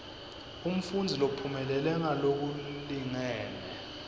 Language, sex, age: Swati, male, 22